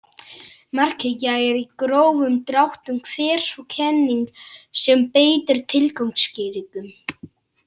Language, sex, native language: Icelandic, other, Polish